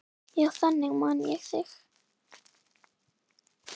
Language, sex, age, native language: Icelandic, female, 9, Icelandic